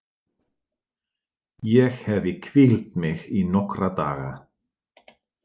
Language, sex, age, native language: Icelandic, male, 40-49, Dutch